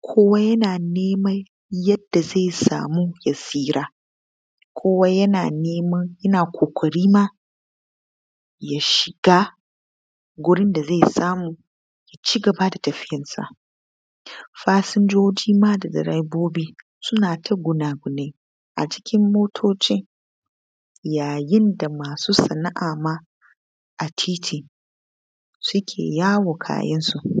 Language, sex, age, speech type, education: Hausa, female, 15-29, spontaneous, tertiary